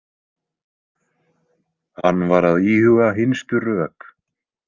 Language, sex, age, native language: Icelandic, male, 20-29, Icelandic